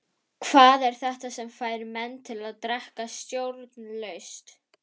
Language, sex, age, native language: Icelandic, female, 12, Icelandic